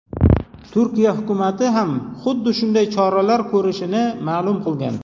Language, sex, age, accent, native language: Uzbek, male, 40-49, Jizzax, Uzbek